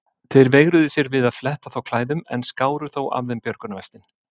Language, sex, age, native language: Icelandic, male, 50-59, Icelandic